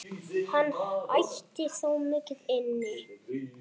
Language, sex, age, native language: Icelandic, female, 7, Icelandic